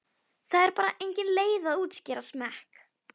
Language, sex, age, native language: Icelandic, female, 11, Icelandic